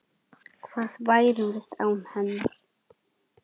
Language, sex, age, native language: Icelandic, male, 10, Icelandic